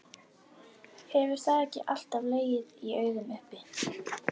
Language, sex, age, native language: Icelandic, female, 12, Icelandic